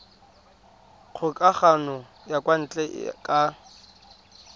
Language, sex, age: Tswana, male, 20